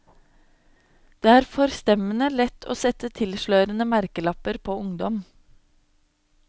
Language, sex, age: Norwegian, female, 26